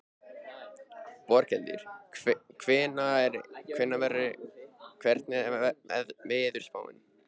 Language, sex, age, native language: Icelandic, male, 13, Icelandic